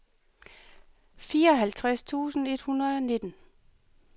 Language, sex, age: Danish, female, 38